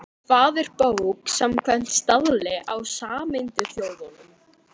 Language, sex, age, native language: Icelandic, female, 12, Icelandic